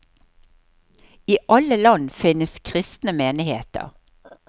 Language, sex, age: Norwegian, female, 63